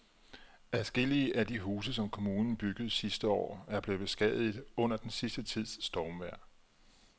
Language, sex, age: Danish, male, 34